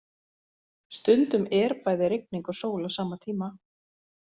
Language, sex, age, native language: Icelandic, female, 40-49, Icelandic